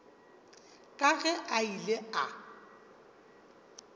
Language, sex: Northern Sotho, male